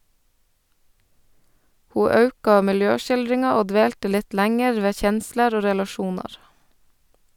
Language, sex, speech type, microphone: Norwegian, female, read, Sennheiser